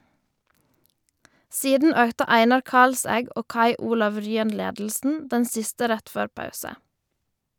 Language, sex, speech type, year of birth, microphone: Norwegian, female, read, 1990, Shure